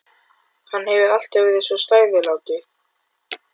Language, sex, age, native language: Icelandic, male, 12, Icelandic